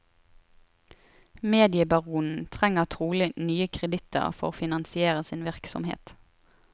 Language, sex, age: Norwegian, female, 23